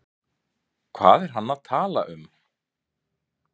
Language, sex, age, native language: Icelandic, male, 30-39, Icelandic